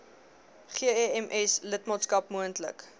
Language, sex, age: Afrikaans, female, 21